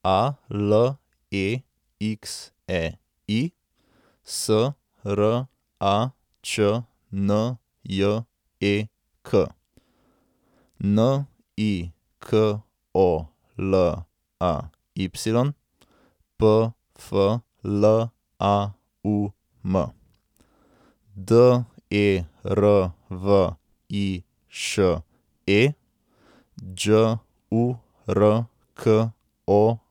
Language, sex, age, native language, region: Slovenian, male, 18-29, Slovenian, Central Slovenia